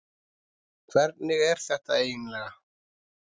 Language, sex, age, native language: Icelandic, male, 30-39, Icelandic